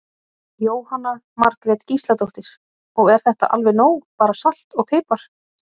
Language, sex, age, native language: Icelandic, female, 30-39, Icelandic